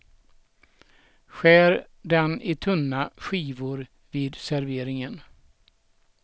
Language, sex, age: Swedish, male, 67